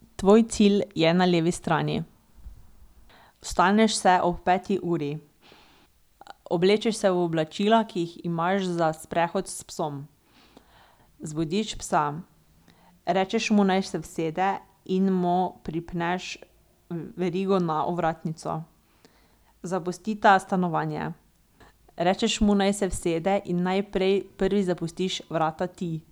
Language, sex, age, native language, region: Slovenian, female, 18-29, Slovenian, Drava region